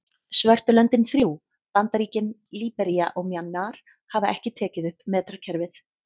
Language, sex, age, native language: Icelandic, female, 30-39, Icelandic